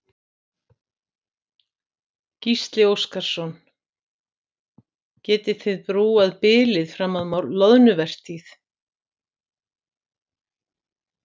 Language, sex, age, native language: Icelandic, female, 60-69, Icelandic